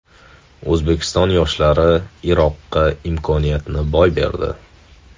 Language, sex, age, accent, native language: Uzbek, male, 18-24, Toshkent shahri, Uzbek